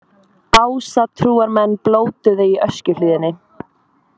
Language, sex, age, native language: Icelandic, female, 20-29, Icelandic